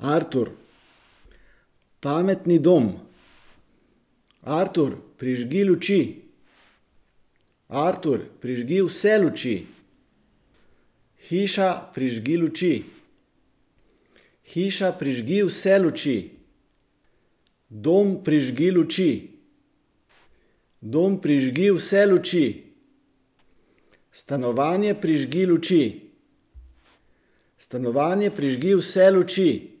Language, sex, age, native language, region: Slovenian, male, 50-59, Slovenian, Central Slovenia